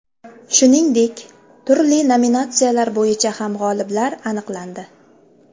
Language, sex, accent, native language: Uzbek, female, Qashqadaryo, Uzbek